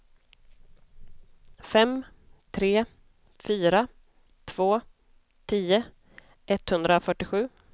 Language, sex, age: Swedish, female, 25